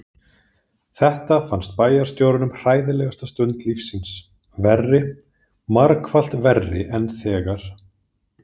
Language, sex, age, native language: Icelandic, male, 30-39, Icelandic